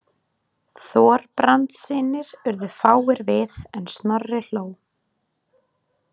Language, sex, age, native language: Icelandic, female, 20-29, Icelandic